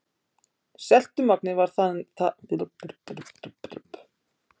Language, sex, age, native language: Icelandic, female, 50-59, Icelandic